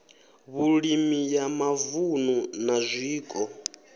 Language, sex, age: Venda, male, 23